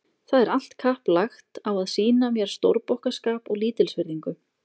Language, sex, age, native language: Icelandic, female, 20-29, Icelandic